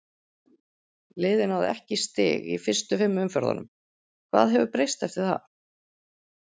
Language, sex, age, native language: Icelandic, female, 40-49, Icelandic